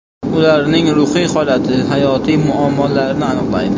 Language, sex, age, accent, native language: Uzbek, male, 25-34, Buxoro, Uzbek